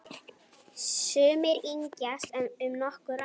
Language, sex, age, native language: Icelandic, female, 8, Icelandic